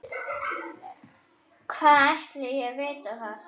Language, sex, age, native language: Icelandic, female, 9, Icelandic